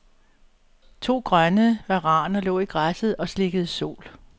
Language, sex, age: Danish, female, 62